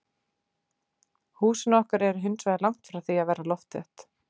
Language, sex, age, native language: Icelandic, female, 50-59, Icelandic